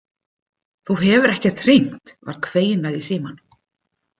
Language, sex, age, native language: Icelandic, female, 50-59, Icelandic